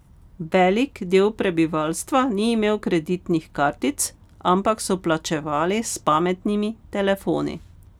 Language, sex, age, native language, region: Slovenian, female, 50-59, Slovenian, Pomurje region